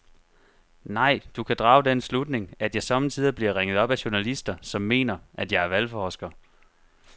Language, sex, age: Danish, male, 25